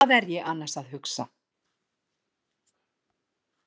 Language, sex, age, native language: Icelandic, female, 40-49, Icelandic